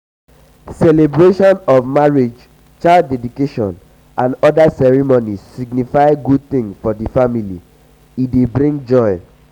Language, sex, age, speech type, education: Nigerian Pidgin, male, 15-29, spontaneous, tertiary